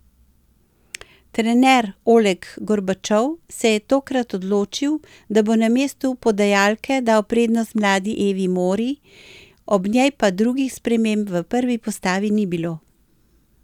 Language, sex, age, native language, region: Slovenian, female, 60+, Slovenian, Central Slovenia